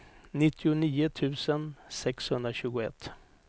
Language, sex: Swedish, male